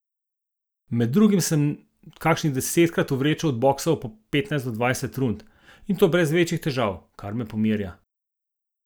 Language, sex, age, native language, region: Slovenian, male, 50-59, Slovenian, Zasavska region